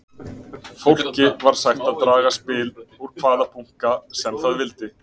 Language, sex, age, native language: Icelandic, male, 20-29, Icelandic